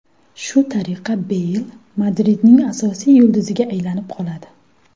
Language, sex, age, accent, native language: Uzbek, female, 19-29, Farg'ona, Uzbek